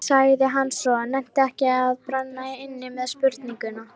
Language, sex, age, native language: Icelandic, female, 13, Icelandic